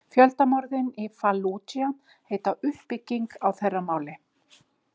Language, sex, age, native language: Icelandic, female, 50-59, Icelandic